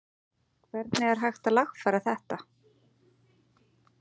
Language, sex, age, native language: Icelandic, female, 40-49, Icelandic